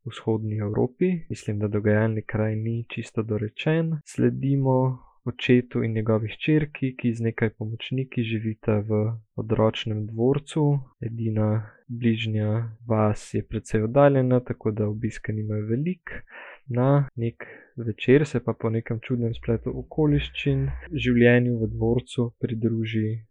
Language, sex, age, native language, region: Slovenian, male, 18-29, Slovenian, Gorica region